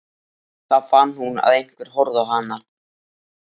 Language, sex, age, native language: Icelandic, male, 13, Icelandic